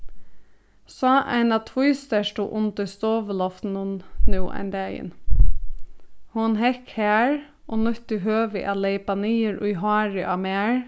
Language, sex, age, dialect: Faroese, female, 15-35, Suðurstreymoy